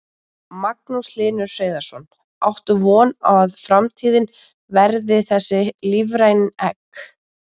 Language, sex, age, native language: Icelandic, female, 20-29, Icelandic